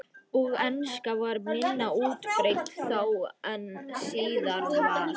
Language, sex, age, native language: Icelandic, female, 50-59, Icelandic